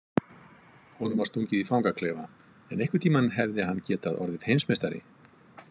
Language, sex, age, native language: Icelandic, male, 50-59, Icelandic